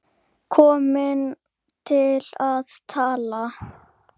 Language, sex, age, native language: Icelandic, female, 8, Icelandic